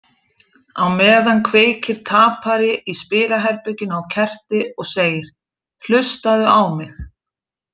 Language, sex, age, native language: Icelandic, female, 40-49, Icelandic